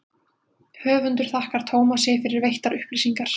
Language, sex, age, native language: Icelandic, female, 20-29, Icelandic